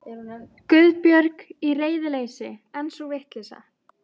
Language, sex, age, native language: Icelandic, female, 13, Icelandic